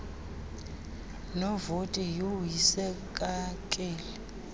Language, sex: Xhosa, female